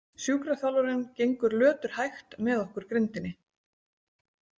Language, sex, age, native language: Icelandic, female, 40-49, Icelandic